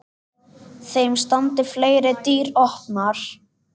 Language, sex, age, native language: Icelandic, male, 10, Icelandic